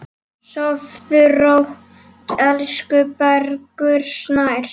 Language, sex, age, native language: Icelandic, female, 7, Icelandic